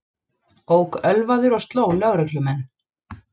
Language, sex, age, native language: Icelandic, female, 30-39, Icelandic